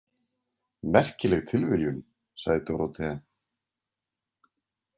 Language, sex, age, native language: Icelandic, male, 30-39, Icelandic